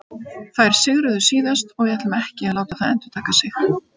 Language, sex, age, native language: Icelandic, female, 50-59, Icelandic